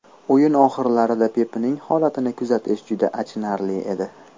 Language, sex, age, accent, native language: Uzbek, male, 18-24, Namangan, Uzbek